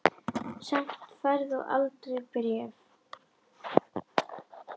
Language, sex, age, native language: Icelandic, female, 10, Icelandic